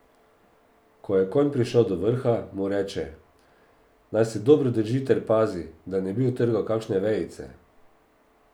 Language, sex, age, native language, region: Slovenian, male, 50-59, Slovenian, Drava region